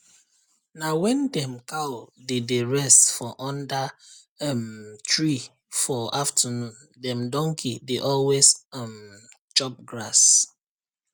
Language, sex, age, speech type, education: Nigerian Pidgin, male, 30-45, spontaneous, tertiary